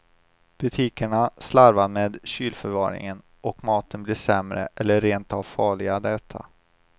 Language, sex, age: Swedish, male, 25